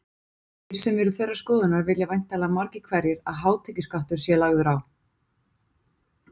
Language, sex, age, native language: Icelandic, female, 40-49, Icelandic